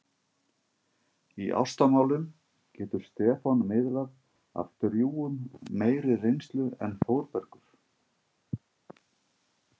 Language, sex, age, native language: Icelandic, male, 50-59, Icelandic